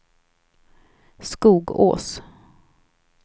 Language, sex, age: Swedish, female, 28